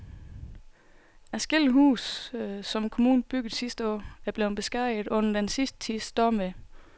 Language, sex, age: Danish, female, 24